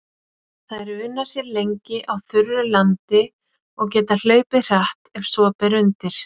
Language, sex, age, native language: Icelandic, female, 40-49, Icelandic